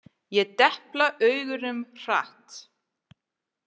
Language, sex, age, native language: Icelandic, female, 40-49, English